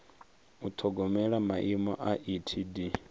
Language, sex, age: Venda, male, 23